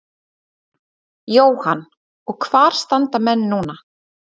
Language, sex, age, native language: Icelandic, female, 30-39, Icelandic